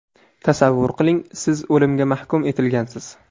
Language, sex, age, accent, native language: Uzbek, male, 18-24, Surxondaryo, Uzbek